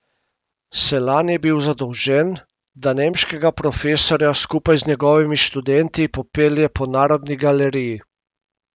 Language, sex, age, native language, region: Slovenian, male, 50-59, Slovenian, Primorsko-notranjska region